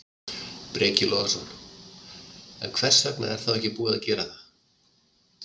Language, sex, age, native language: Icelandic, male, 50-59, Icelandic